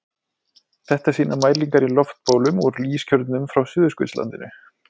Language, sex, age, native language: Icelandic, male, 20-29, Icelandic